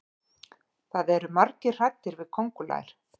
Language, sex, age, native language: Icelandic, female, 40-49, Icelandic